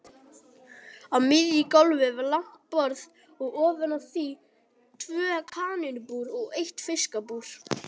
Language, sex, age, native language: Icelandic, male, 18-19, Icelandic